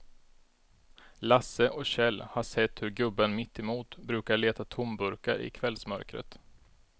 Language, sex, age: Swedish, male, 32